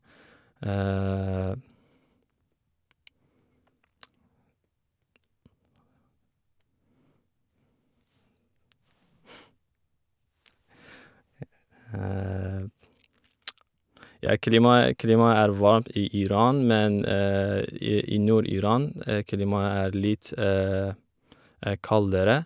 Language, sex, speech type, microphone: Norwegian, female, spontaneous, Shure